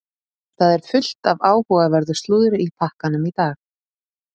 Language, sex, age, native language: Icelandic, female, 30-39, Icelandic